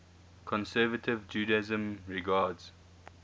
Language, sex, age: English, male, 21